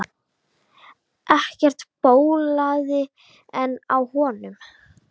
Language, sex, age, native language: Icelandic, female, 9, Icelandic